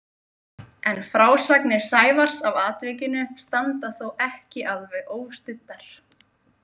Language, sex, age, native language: Icelandic, female, 20-29, Icelandic